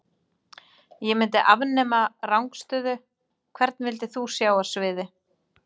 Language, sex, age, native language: Icelandic, female, 30-39, Icelandic